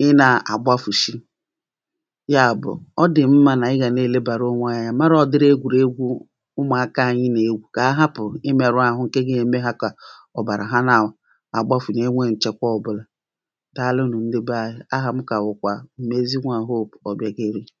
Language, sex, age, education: Igbo, female, 30-45, primary